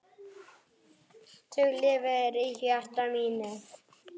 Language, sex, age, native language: Icelandic, female, 9, Icelandic